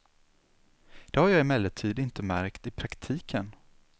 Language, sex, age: Swedish, male, 36